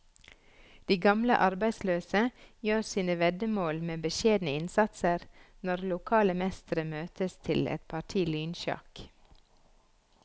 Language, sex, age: Norwegian, female, 46